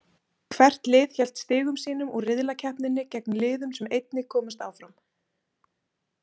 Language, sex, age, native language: Icelandic, female, 30-39, Icelandic